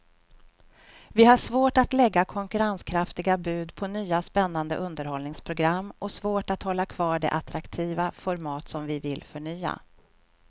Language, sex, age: Swedish, female, 46